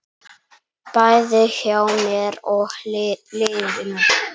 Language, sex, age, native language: Icelandic, male, 9, Icelandic